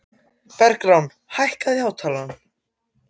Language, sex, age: Icelandic, other, 14